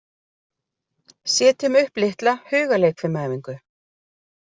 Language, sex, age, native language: Icelandic, female, 40-49, Icelandic